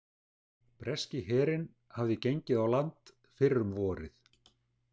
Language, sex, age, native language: Icelandic, male, 60-69, Icelandic